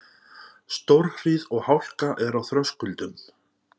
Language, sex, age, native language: Icelandic, male, 30-39, Icelandic